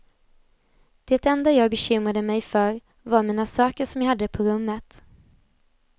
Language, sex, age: Swedish, female, 20